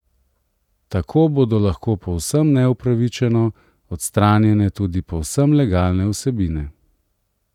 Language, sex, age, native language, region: Slovenian, male, 30-49, Slovenian, Central Slovenia